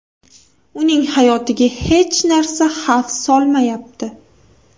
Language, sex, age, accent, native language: Uzbek, female, 18-24, Toshkent viloyati, Uzbek